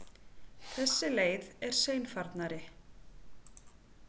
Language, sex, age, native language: Icelandic, female, 40-49, Icelandic